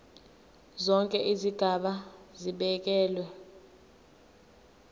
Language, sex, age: Zulu, female, 19